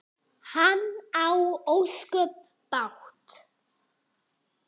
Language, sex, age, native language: Icelandic, female, 8, Icelandic